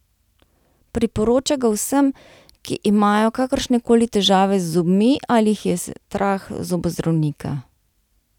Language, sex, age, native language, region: Slovenian, female, 30-49, Slovenian, Central Slovenia